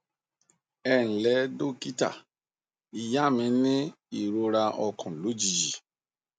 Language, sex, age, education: Yoruba, male, 46-60, tertiary